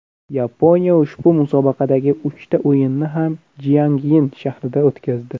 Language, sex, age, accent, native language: Uzbek, male, under 19, Namangan, Uzbek